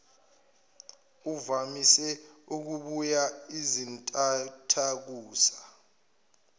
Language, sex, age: Zulu, male, 24